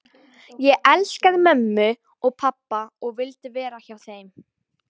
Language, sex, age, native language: Icelandic, female, 12, Icelandic